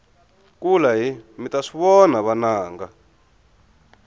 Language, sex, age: Tsonga, male, 23